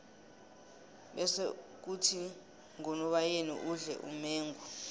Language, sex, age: South Ndebele, female, 23